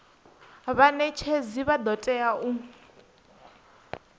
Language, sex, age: Venda, female, 22